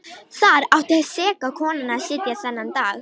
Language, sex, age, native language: Icelandic, female, 18-19, Romanian